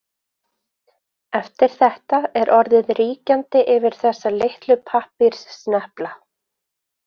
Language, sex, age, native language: Icelandic, female, 20-29, Icelandic